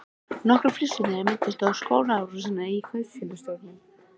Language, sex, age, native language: Icelandic, female, 13, Icelandic